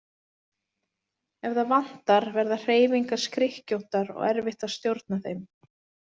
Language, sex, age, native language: Icelandic, female, 40-49, Icelandic